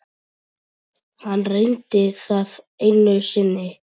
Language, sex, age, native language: Icelandic, male, 10, Icelandic